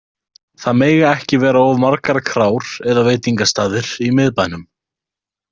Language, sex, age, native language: Icelandic, male, 18-19, Icelandic